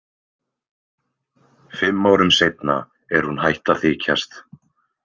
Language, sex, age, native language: Icelandic, male, 20-29, Icelandic